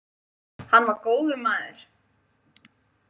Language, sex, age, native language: Icelandic, female, 20-29, Icelandic